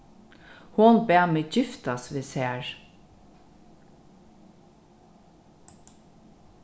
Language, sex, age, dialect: Faroese, female, 36-60, Norðurstreymoy/Eysturoy